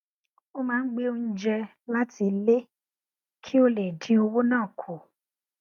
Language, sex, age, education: Yoruba, female, 15-29, tertiary